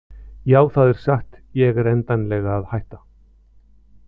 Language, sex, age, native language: Icelandic, male, 50-59, Icelandic